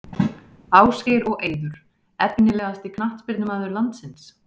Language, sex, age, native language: Icelandic, female, 30-39, Icelandic